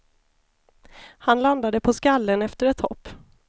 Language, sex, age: Swedish, female, 33